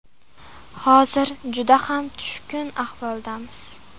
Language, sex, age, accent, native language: Uzbek, female, 12-17, Farg'ona, Uzbek